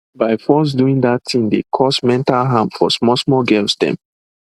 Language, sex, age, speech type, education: Nigerian Pidgin, male, 15-29, spontaneous, tertiary